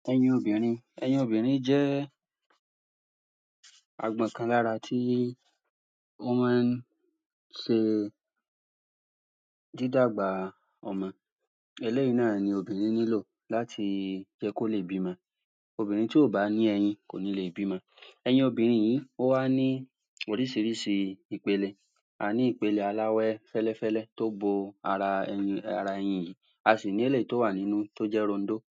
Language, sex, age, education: Yoruba, male, 46-60, tertiary